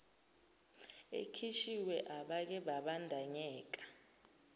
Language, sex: Zulu, female